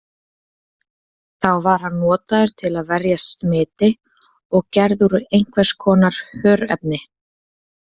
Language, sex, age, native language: Icelandic, female, 20-29, Icelandic